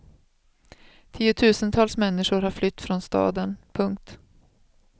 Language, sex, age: Swedish, female, 36